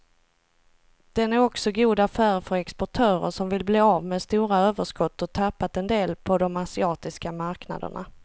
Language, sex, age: Swedish, female, 38